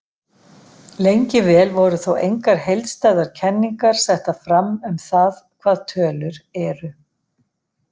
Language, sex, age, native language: Icelandic, female, 50-59, Icelandic